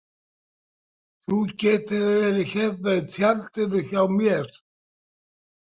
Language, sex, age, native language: Icelandic, male, 80-89, Icelandic